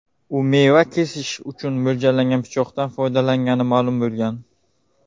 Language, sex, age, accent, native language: Uzbek, male, 19-29, Buxoro, Uzbek